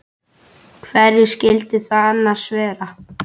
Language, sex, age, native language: Icelandic, male, 8, Icelandic